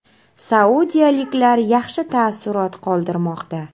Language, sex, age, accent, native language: Uzbek, female, 30-39, Navoiy, Uzbek